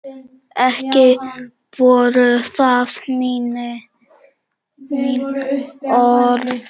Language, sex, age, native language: Icelandic, male, 8, Czech